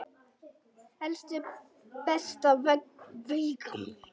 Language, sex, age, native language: Icelandic, female, 10, Icelandic